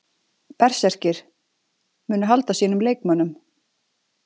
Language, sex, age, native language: Icelandic, female, 40-49, Icelandic